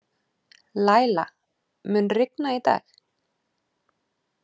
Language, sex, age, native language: Icelandic, female, 30-39, Icelandic